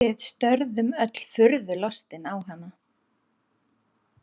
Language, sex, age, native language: Icelandic, female, 30-39, Icelandic